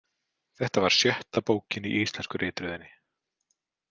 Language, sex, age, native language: Icelandic, male, 30-39, Icelandic